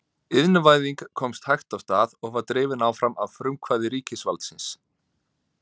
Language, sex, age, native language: Icelandic, male, 30-39, Icelandic